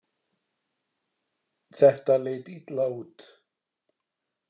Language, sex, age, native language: Icelandic, male, 60-69, Icelandic